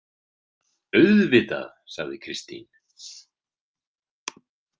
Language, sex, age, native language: Icelandic, male, 30-39, Icelandic